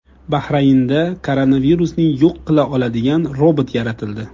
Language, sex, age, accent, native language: Uzbek, male, 25-34, Jizzax, Uzbek